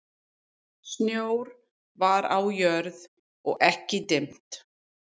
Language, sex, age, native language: Icelandic, female, 50-59, English